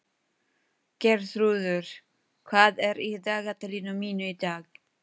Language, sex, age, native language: Icelandic, female, 20-29, Filipino